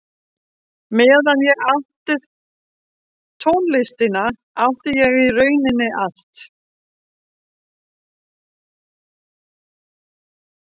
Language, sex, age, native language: Icelandic, female, 50-59, Danish